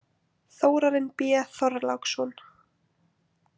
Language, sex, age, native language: Icelandic, female, 20-29, Icelandic